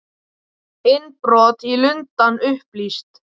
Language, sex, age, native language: Icelandic, male, 18-19, Icelandic